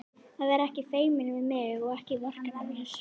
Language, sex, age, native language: Icelandic, female, 11, Icelandic